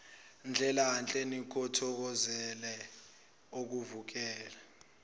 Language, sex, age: Zulu, male, 24